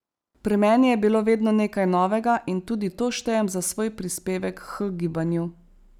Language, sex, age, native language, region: Slovenian, female, 30-49, Slovenian, Savinja region